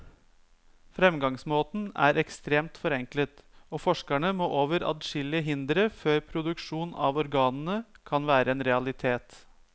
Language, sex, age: Norwegian, male, 30